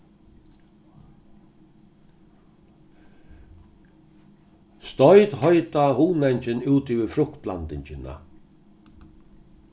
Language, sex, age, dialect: Faroese, male, 61+, Norðurstreymoy/Eysturoy